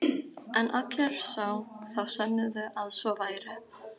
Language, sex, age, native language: Icelandic, female, 12, Icelandic